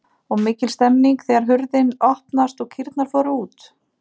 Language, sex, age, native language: Icelandic, female, 30-39, Icelandic